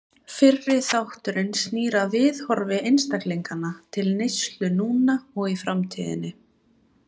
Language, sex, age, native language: Icelandic, female, 20-29, Icelandic